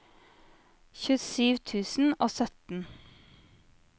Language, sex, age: Norwegian, female, 27